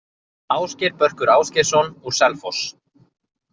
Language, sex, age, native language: Icelandic, male, 20-29, Icelandic